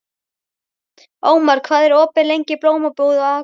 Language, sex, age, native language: Icelandic, female, 12, Icelandic